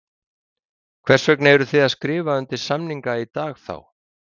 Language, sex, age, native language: Icelandic, male, 50-59, Icelandic